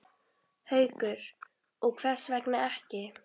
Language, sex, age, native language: Icelandic, female, 10, Icelandic